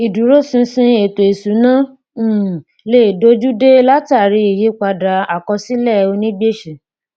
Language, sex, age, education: Yoruba, female, 15-29, tertiary